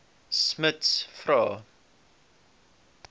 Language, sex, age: Afrikaans, male, 18